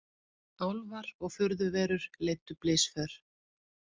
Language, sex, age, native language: Icelandic, female, 50-59, Icelandic